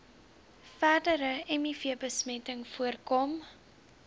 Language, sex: Afrikaans, female